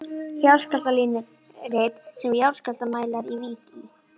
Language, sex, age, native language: Icelandic, female, 11, Icelandic